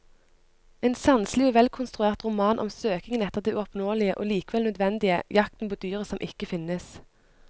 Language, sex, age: Norwegian, female, 25